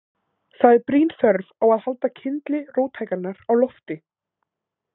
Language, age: Icelandic, 18-19